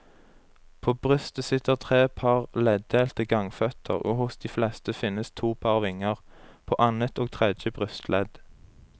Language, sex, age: Norwegian, male, 23